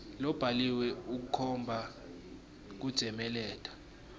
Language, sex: Swati, male